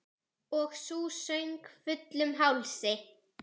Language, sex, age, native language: Icelandic, female, 10, Icelandic